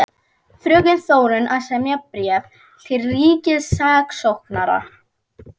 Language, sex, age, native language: Icelandic, female, 12, Icelandic